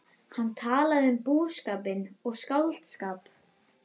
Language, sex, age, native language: Icelandic, female, 11, Icelandic